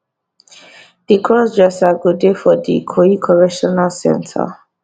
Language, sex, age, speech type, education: Nigerian Pidgin, female, 15-29, spontaneous, tertiary